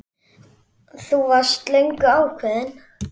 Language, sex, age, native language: Icelandic, female, 10, Icelandic